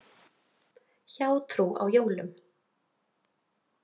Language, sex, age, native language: Icelandic, female, 40-49, Icelandic